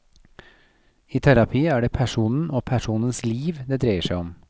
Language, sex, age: Norwegian, male, 40